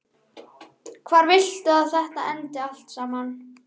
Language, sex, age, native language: Icelandic, female, 11, Icelandic